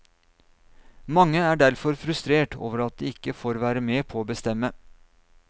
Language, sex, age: Norwegian, male, 39